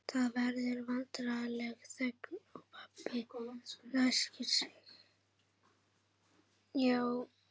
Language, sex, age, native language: Icelandic, female, 11, Icelandic